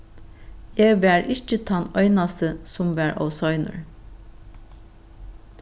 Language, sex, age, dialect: Faroese, female, 36-60, Norðuroyggjar